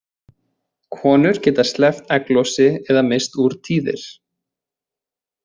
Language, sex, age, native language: Icelandic, male, 20-29, Icelandic